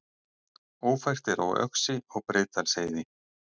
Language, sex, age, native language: Icelandic, male, 60-69, Icelandic